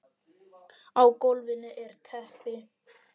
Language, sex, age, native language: Icelandic, male, 10, Icelandic